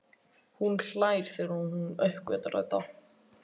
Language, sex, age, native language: Icelandic, male, 12, Icelandic